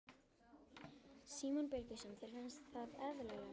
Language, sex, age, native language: Icelandic, female, 12, Icelandic